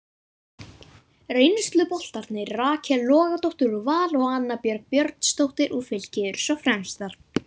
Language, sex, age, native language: Icelandic, female, 40-49, Icelandic